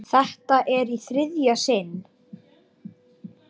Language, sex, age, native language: Icelandic, male, 9, Icelandic